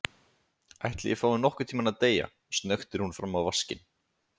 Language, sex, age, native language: Icelandic, male, 20-29, Icelandic